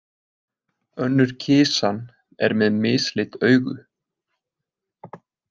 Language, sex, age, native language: Icelandic, male, 20-29, Icelandic